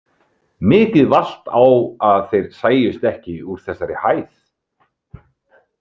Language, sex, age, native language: Icelandic, male, 30-39, Icelandic